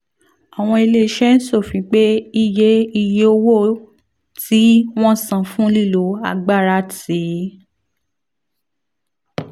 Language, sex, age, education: Yoruba, female, 15-29, tertiary